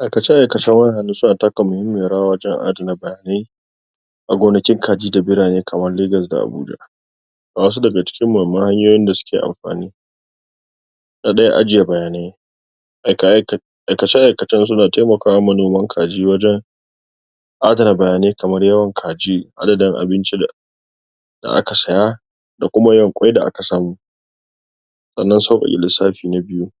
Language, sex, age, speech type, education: Hausa, male, 46-60, spontaneous, tertiary